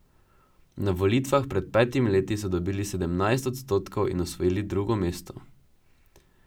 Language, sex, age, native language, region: Slovenian, male, 12-17, Slovenian, Drava region